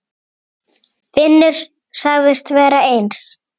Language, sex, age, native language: Icelandic, male, 8, Icelandic